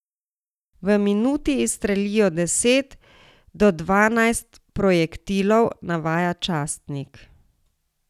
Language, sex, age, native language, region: Slovenian, female, 60+, Slovenian, Savinja region